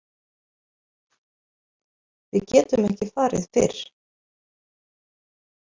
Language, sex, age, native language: Icelandic, female, 50-59, Icelandic